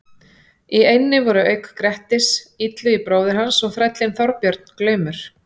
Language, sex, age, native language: Icelandic, female, 40-49, Icelandic